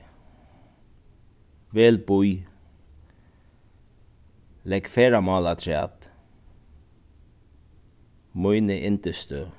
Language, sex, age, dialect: Faroese, male, 36-60, Suðuroy